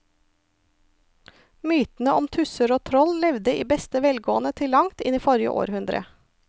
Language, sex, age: Norwegian, female, 34